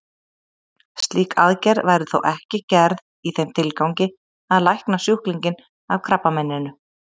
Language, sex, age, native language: Icelandic, female, 30-39, Icelandic